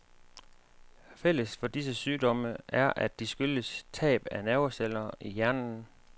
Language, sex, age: Danish, male, 35